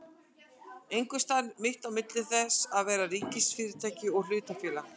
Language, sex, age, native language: Icelandic, female, 60-69, Icelandic